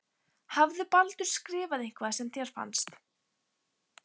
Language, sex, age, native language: Icelandic, female, 15, Icelandic